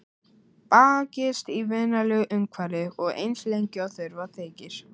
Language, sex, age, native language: Icelandic, male, 11, Icelandic